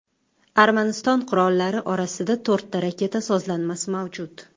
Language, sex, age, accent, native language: Uzbek, female, 25-34, Toshkent shahri, Uzbek